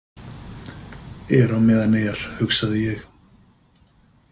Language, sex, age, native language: Icelandic, male, 50-59, Icelandic